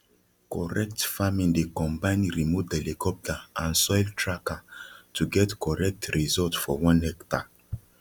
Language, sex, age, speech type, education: Nigerian Pidgin, male, 30-45, spontaneous, tertiary